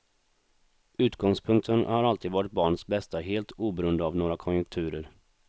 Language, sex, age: Swedish, male, 26